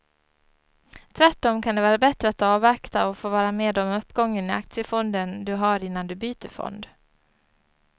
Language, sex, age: Swedish, female, 34